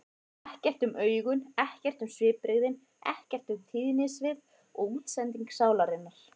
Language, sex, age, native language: Icelandic, female, 30-39, Icelandic